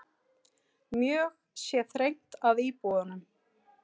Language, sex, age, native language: Icelandic, female, 40-49, Icelandic